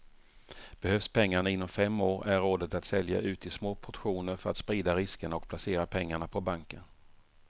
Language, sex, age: Swedish, male, 48